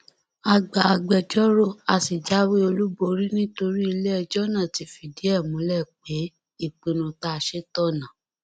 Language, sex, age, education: Yoruba, female, 15-29, tertiary